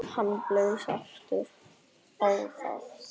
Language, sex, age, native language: Icelandic, male, 9, Icelandic